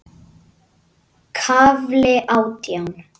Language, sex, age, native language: Icelandic, male, 9, Icelandic